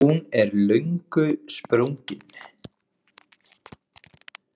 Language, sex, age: Icelandic, male, 20-29